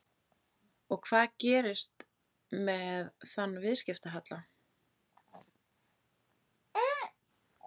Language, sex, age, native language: Icelandic, female, 30-39, Icelandic